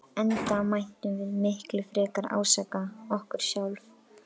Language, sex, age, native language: Icelandic, female, 12, Icelandic